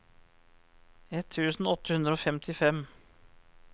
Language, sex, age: Norwegian, male, 34